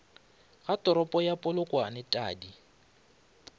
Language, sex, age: Northern Sotho, male, 25